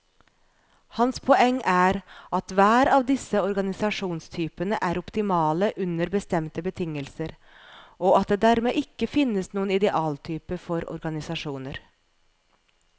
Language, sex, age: Norwegian, female, 41